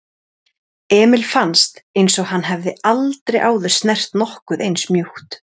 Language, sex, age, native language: Icelandic, female, 30-39, Icelandic